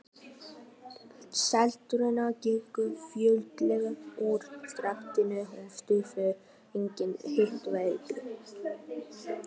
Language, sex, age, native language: Icelandic, male, 12, Icelandic